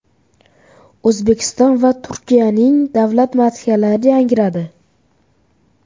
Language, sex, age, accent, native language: Uzbek, male, 12-17, Farg'ona, Uzbek